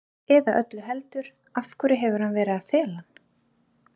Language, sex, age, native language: Icelandic, female, 30-39, Icelandic